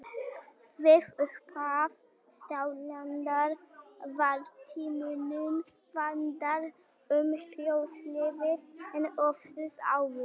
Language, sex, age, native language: Icelandic, male, 18-19, Icelandic